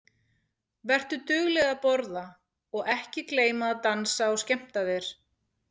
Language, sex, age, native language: Icelandic, female, 40-49, Icelandic